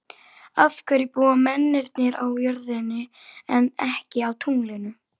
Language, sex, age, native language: Icelandic, female, 11, Icelandic